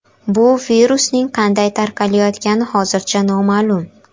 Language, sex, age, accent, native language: Uzbek, female, 12-17, Qashqadaryo, Uzbek